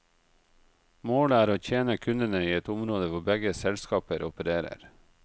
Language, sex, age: Norwegian, male, 38